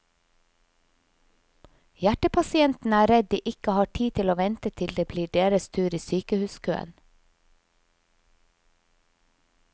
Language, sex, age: Norwegian, female, 50